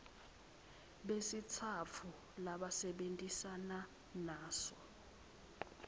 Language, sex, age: Swati, female, 20